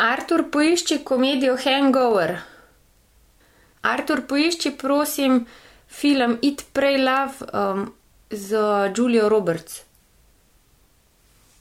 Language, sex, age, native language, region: Slovenian, female, 30-49, Slovenian, Gorenjska region